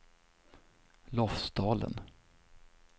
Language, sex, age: Swedish, male, 27